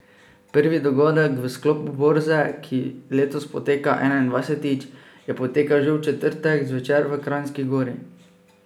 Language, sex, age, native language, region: Slovenian, male, 18-29, Slovenian, Drava region